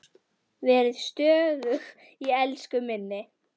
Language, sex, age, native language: Icelandic, female, 10, Icelandic